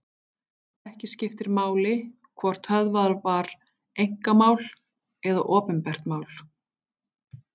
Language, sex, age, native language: Icelandic, female, 50-59, Icelandic